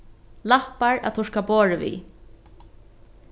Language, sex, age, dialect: Faroese, female, 36-60, Norðuroyggjar